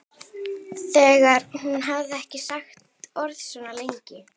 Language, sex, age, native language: Icelandic, female, 11, Icelandic